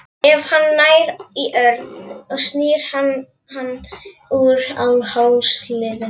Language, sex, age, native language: Icelandic, female, 11, Icelandic